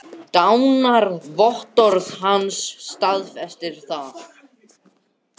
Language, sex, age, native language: Icelandic, other, 60-69, Icelandic